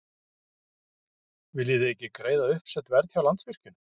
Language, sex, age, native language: Icelandic, male, 50-59, Icelandic